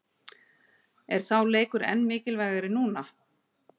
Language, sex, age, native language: Icelandic, female, 60-69, Icelandic